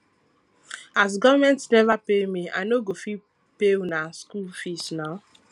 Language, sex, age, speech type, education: Nigerian Pidgin, female, 15-29, spontaneous, tertiary